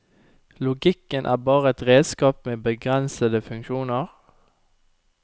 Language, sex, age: Norwegian, male, 29